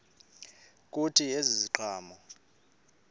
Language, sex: Xhosa, male